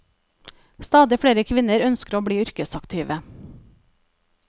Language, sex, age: Norwegian, female, 37